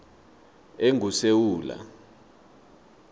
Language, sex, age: South Ndebele, male, 23